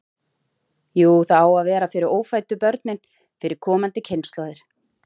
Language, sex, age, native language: Icelandic, female, 40-49, Icelandic